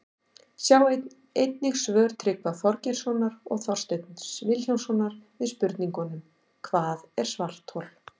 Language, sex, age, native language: Icelandic, female, 50-59, Icelandic